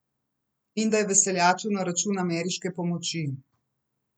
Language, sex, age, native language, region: Slovenian, female, 30-49, Slovenian, Central Slovenia